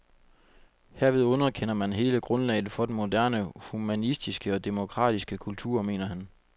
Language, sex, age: Danish, male, 25